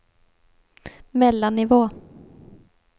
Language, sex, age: Swedish, female, 18